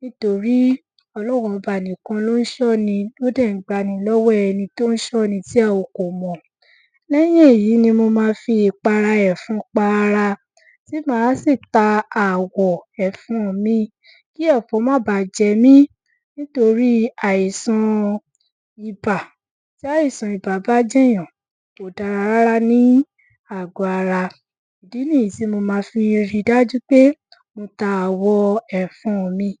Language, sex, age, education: Yoruba, female, 15-29, tertiary